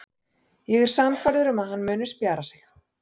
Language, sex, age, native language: Icelandic, female, 40-49, Icelandic